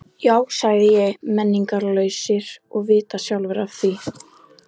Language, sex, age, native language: Icelandic, female, 11, Icelandic